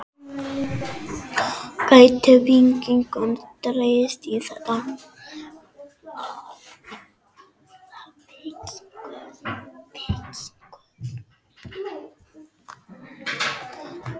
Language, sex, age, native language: Icelandic, male, 6, Icelandic